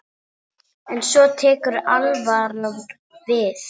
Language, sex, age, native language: Icelandic, female, 8, Icelandic